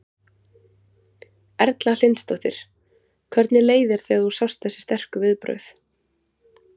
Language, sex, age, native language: Icelandic, female, 20-29, Icelandic